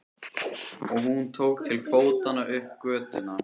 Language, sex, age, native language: Icelandic, male, 13, Icelandic